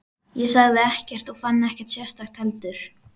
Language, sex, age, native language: Icelandic, female, 12, Icelandic